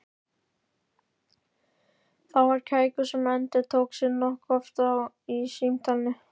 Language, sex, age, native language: Icelandic, male, 13, Icelandic